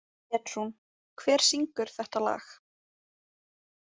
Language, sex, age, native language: Icelandic, female, 18-19, Icelandic